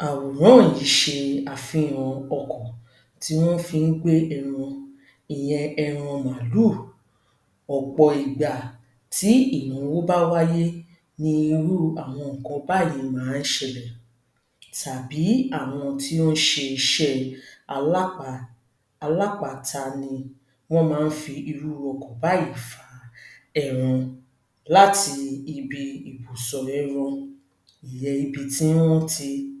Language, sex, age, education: Yoruba, female, 30-45, tertiary